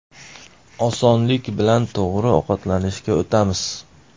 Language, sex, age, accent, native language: Uzbek, male, 25-34, Andijon, Uzbek